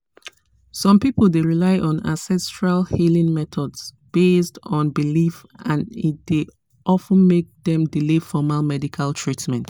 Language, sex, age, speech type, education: Nigerian Pidgin, female, 30-45, spontaneous, tertiary